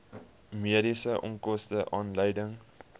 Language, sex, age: Afrikaans, male, 21